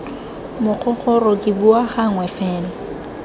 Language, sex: Tswana, female